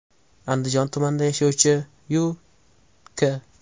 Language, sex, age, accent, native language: Uzbek, male, 18-24, Toshkent shahri, Uzbek